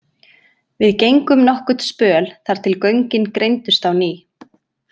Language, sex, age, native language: Icelandic, female, 20-29, Icelandic